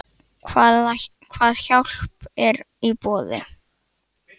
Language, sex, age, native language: Icelandic, male, 9, Icelandic